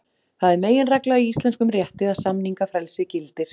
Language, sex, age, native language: Icelandic, female, 40-49, Icelandic